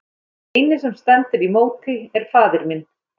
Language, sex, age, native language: Icelandic, female, 13, Icelandic